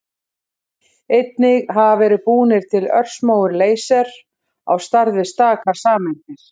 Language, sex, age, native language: Icelandic, female, 30-39, Icelandic